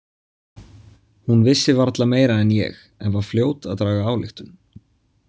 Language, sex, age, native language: Icelandic, male, 20-29, Icelandic